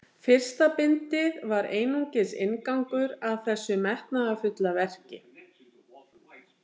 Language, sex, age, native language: Icelandic, female, 60-69, Icelandic